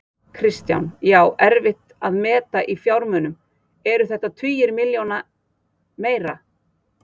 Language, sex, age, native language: Icelandic, female, 40-49, Icelandic